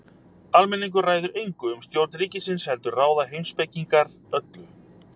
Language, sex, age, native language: Icelandic, male, 30-39, Icelandic